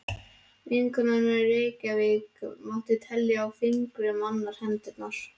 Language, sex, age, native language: Icelandic, male, 12, Icelandic